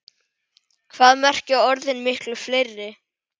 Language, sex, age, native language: Icelandic, female, 10, Icelandic